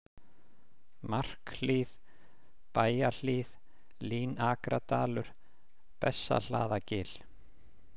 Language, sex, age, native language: Icelandic, male, 50-59, Icelandic